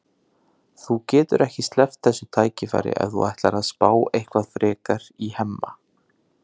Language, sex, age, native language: Icelandic, male, 30-39, Icelandic